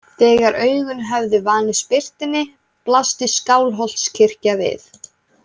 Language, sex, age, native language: Icelandic, female, 18-19, Icelandic